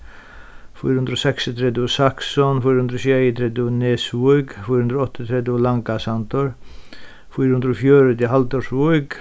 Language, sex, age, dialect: Faroese, male, 36-60, Sandoy